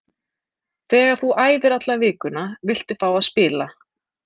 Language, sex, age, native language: Icelandic, female, 30-39, Icelandic